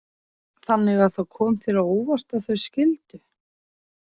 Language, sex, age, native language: Icelandic, female, 40-49, Icelandic